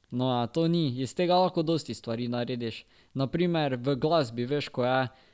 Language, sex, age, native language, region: Slovenian, male, 12-17, Slovenian, Drava region